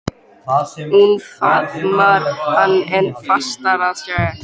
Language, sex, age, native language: Icelandic, male, 12, Icelandic